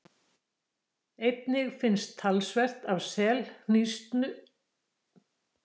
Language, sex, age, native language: Icelandic, female, 60-69, Icelandic